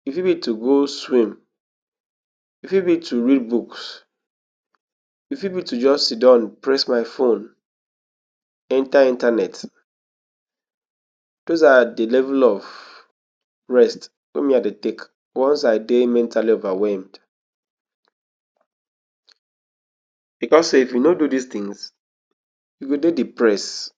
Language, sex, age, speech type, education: Nigerian Pidgin, male, 15-29, spontaneous, tertiary